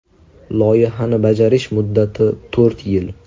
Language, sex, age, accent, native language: Uzbek, male, 19-29, Toshkent viloyati, Uzbek